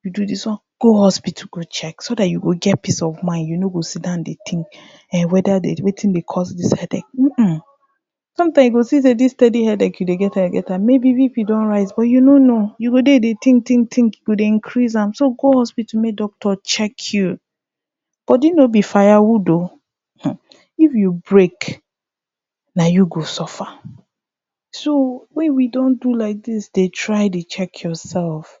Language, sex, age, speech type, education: Nigerian Pidgin, female, 15-29, spontaneous, tertiary